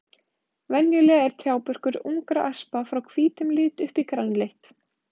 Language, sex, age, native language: Icelandic, female, 20-29, Icelandic